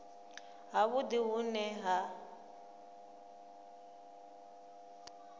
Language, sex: Venda, female